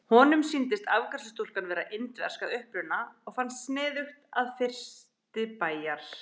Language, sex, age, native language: Icelandic, other, 30-39, Icelandic